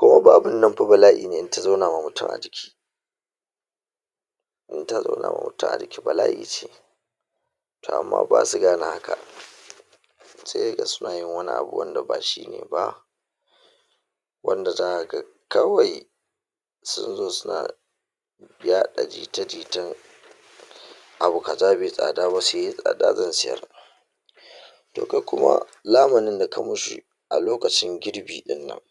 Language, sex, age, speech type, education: Hausa, male, 46-60, spontaneous, tertiary